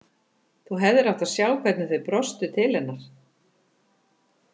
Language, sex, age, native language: Icelandic, female, 50-59, Icelandic